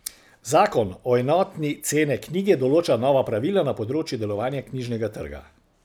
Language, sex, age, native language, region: Slovenian, male, 60+, Slovenian, Central Slovenia